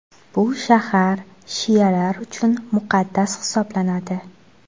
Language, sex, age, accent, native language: Uzbek, female, 18-24, Xorazm, Uzbek